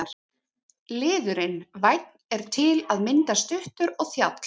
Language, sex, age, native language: Icelandic, female, 30-39, Icelandic